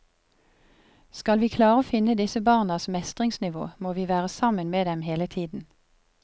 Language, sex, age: Norwegian, female, 50